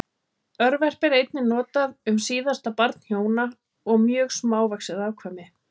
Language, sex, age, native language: Icelandic, female, 30-39, Icelandic